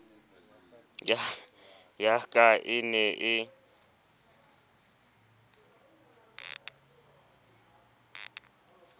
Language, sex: Southern Sotho, male